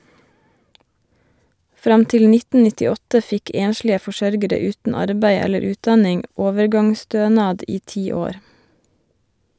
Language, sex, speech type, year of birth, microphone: Norwegian, female, read, 1987, Shure